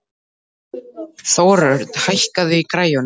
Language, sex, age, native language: Icelandic, male, 12, Icelandic